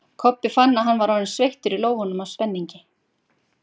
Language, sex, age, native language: Icelandic, female, 50-59, Icelandic